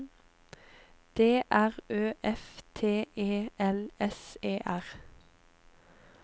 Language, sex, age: Norwegian, female, 25